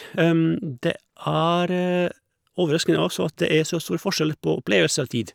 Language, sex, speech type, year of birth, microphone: Norwegian, male, spontaneous, 1971, Shure